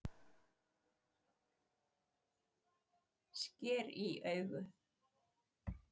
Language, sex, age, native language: Icelandic, other, 80-89, Icelandic